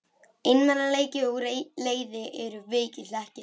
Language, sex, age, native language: Icelandic, female, 11, Icelandic